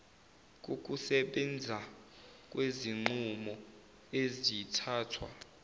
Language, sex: Zulu, male